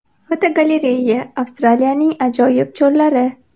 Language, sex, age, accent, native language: Uzbek, female, 18-24, Toshkent shahri, Uzbek